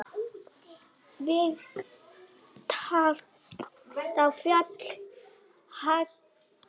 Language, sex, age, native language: Icelandic, female, 8, Icelandic